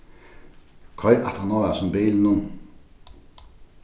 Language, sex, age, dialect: Faroese, male, 36-60, Norðurstreymoy/Eysturoy